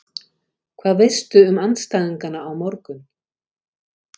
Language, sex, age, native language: Icelandic, female, 50-59, Icelandic